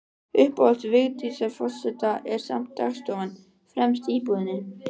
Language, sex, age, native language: Icelandic, female, 12, Icelandic